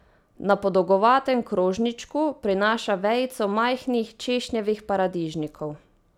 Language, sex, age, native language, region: Slovenian, female, 18-29, Slovenian, Savinja region